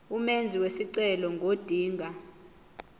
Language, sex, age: Zulu, female, 20